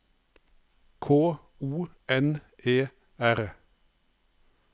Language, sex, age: Norwegian, male, 59